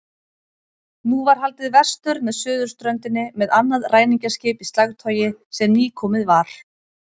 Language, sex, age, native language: Icelandic, female, 30-39, Icelandic